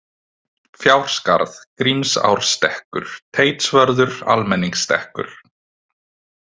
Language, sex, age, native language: Icelandic, male, 20-29, Icelandic